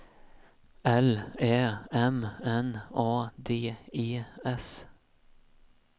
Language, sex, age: Swedish, male, 31